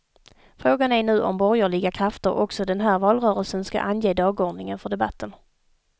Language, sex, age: Swedish, female, 32